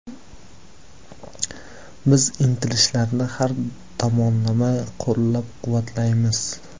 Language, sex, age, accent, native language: Uzbek, male, 18-24, Andijon, Uzbek